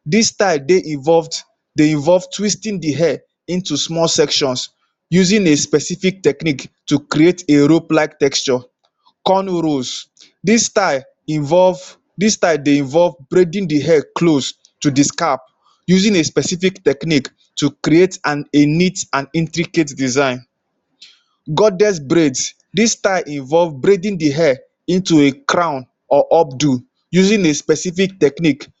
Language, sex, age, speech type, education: Nigerian Pidgin, male, 15-29, spontaneous, tertiary